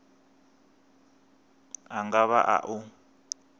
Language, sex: Venda, male